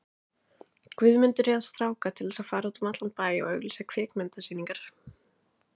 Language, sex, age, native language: Icelandic, other, 20-29, Icelandic